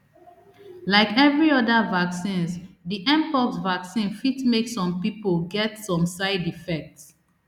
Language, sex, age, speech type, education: Nigerian Pidgin, female, 30-45, spontaneous, tertiary